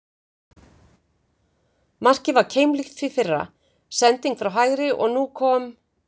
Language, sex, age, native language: Icelandic, female, 50-59, Icelandic